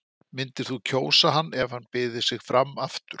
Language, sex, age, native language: Icelandic, male, 50-59, Icelandic